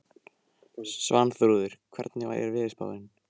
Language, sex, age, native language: Icelandic, male, 18-19, Icelandic